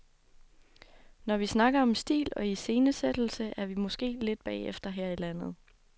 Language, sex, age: Danish, female, 24